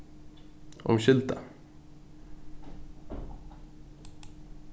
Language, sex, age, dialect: Faroese, male, 15-35, Norðuroyggjar